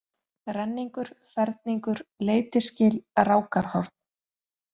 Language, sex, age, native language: Icelandic, female, 20-29, Icelandic